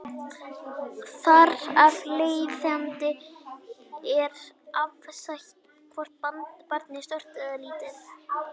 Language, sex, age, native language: Icelandic, female, 18-19, Icelandic